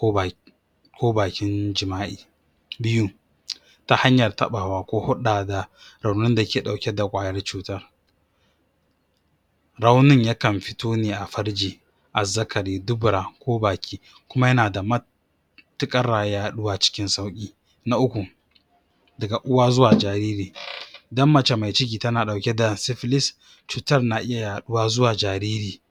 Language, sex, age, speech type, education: Hausa, male, 46-60, spontaneous, tertiary